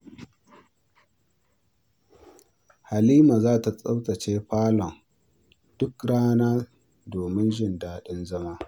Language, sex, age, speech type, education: Hausa, male, 46-60, read, primary